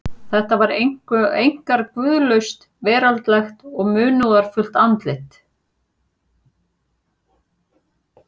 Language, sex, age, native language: Icelandic, female, 40-49, Icelandic